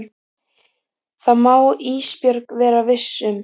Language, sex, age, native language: Icelandic, female, 15, Icelandic